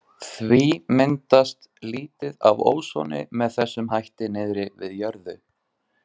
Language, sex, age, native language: Icelandic, male, 20-29, Icelandic